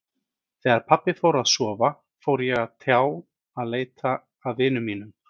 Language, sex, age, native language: Icelandic, male, 30-39, Icelandic